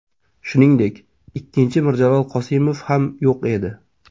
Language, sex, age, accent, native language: Uzbek, male, 25-34, Toshkent shahri, Uzbek